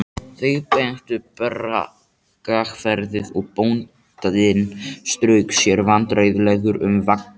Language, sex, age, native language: Icelandic, male, 18-19, Icelandic